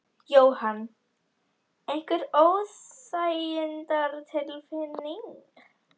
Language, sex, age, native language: Icelandic, female, 11, Icelandic